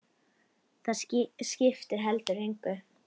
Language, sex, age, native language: Icelandic, female, 10, Icelandic